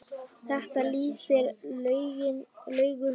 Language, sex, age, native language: Icelandic, female, 10, Icelandic